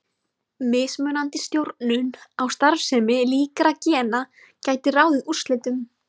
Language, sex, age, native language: Icelandic, female, 20-29, Icelandic